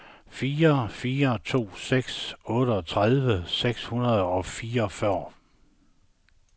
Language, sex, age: Danish, male, 69